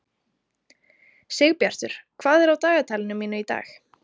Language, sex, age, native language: Icelandic, female, 30-39, Icelandic